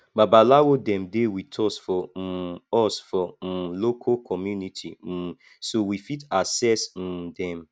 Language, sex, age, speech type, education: Nigerian Pidgin, male, 15-29, spontaneous, tertiary